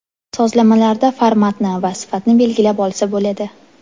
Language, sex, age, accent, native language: Uzbek, female, 18-24, Toshkent shahri, Uzbek